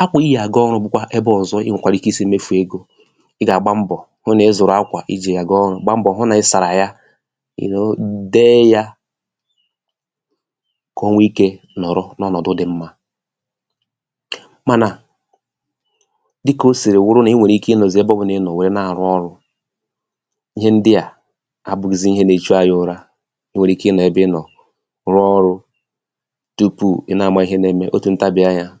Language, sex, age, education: Igbo, male, 30-45, tertiary